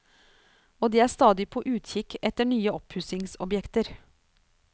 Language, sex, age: Norwegian, female, 49